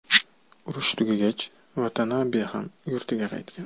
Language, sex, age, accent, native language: Uzbek, male, 25-34, Toshkent shahri, Uzbek